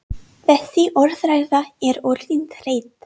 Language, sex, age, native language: Icelandic, female, 30-39, English